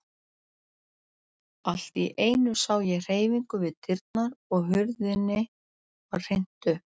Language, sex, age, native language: Icelandic, female, 40-49, Icelandic